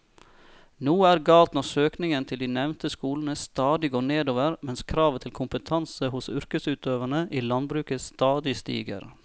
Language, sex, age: Norwegian, male, 34